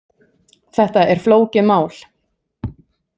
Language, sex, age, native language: Icelandic, female, 30-39, Icelandic